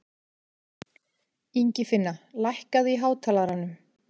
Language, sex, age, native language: Icelandic, female, 40-49, Icelandic